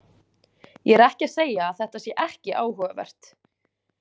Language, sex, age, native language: Icelandic, female, 20-29, Icelandic